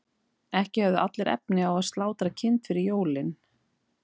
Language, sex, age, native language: Icelandic, female, 40-49, Icelandic